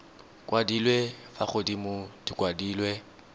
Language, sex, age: Tswana, male, 19